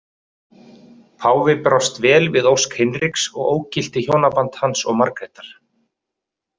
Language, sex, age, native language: Icelandic, male, 30-39, Icelandic